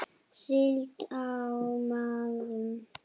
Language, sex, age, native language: Icelandic, female, 8, Icelandic